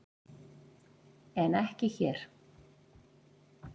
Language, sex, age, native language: Icelandic, female, 40-49, Icelandic